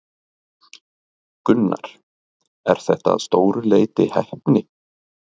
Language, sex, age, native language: Icelandic, male, 30-39, Icelandic